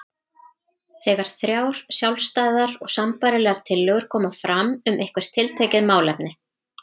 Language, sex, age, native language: Icelandic, female, 30-39, Icelandic